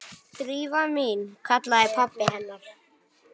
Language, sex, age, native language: Icelandic, male, 9, Icelandic